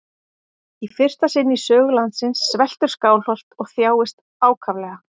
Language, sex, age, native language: Icelandic, female, 40-49, Icelandic